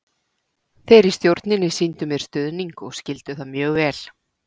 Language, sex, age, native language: Icelandic, female, 40-49, Icelandic